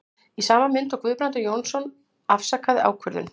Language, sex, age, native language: Icelandic, female, 60-69, Icelandic